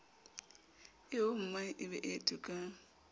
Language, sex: Southern Sotho, female